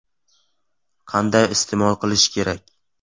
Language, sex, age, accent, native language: Uzbek, male, 18-24, Samarqand, Uzbek